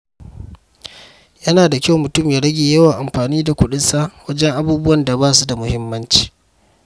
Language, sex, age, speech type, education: Hausa, male, 15-29, read, primary